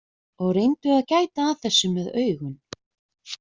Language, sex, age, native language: Icelandic, female, 20-29, Icelandic